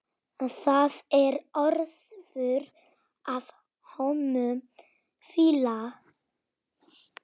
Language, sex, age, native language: Icelandic, male, 30-39, Polish